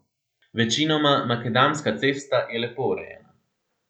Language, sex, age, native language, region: Slovenian, male, 18-29, Slovenian, Central Slovenia